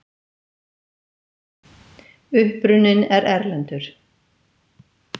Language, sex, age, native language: Icelandic, female, 50-59, Icelandic